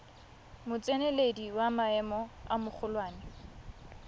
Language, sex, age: Tswana, female, 20